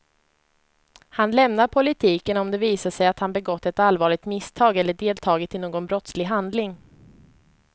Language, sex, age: Swedish, female, 25